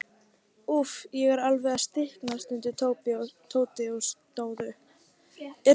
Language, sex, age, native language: Icelandic, female, 18-19, Icelandic